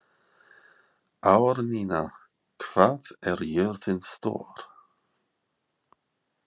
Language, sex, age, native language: Icelandic, male, 40-49, English